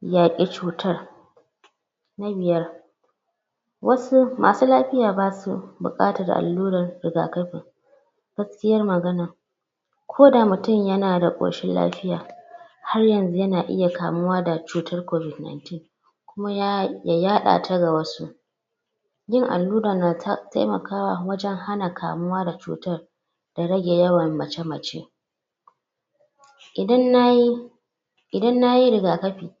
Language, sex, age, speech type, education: Hausa, female, 30-45, spontaneous, tertiary